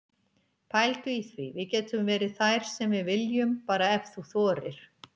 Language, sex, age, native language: Icelandic, female, 50-59, Icelandic